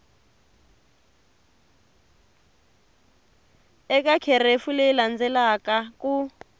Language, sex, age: Tsonga, female, 22